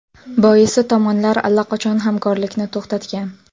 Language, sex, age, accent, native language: Uzbek, female, 18-24, Samarqand, Uzbek